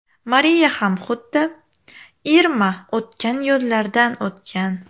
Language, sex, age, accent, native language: Uzbek, female, 18-24, Farg'ona, Uzbek